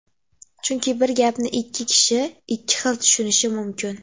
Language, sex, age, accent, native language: Uzbek, female, 18-24, Andijon, Uzbek